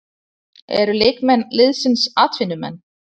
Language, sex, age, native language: Icelandic, female, 30-39, Icelandic